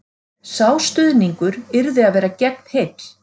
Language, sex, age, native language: Icelandic, female, 40-49, Icelandic